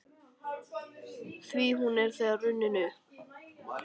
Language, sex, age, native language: Icelandic, male, 13, Icelandic